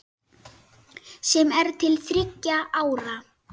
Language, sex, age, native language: Icelandic, male, 9, Icelandic